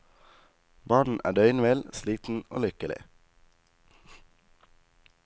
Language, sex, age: Norwegian, male, 19